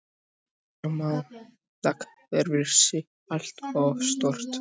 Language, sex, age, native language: Icelandic, male, 18-19, Icelandic